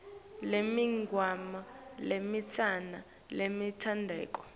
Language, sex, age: Swati, female, 19